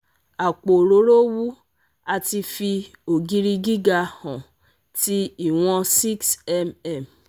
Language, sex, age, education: Yoruba, female, 30-45, tertiary